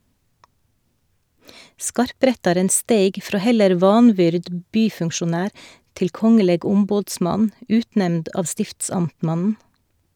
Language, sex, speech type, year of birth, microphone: Norwegian, female, read, 1969, Shure